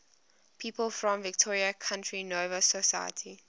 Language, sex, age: English, female, 21